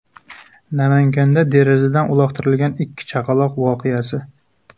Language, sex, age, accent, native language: Uzbek, male, 25-34, Jizzax, Uzbek